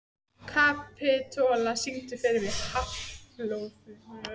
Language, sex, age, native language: Icelandic, female, 14, Icelandic